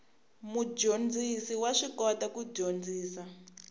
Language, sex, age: Tsonga, female, 24